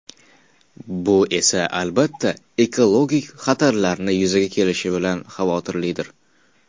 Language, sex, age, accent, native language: Uzbek, male, 19-29, Qashqadaryo, Uzbek